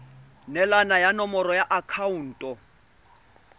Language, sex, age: Tswana, male, 25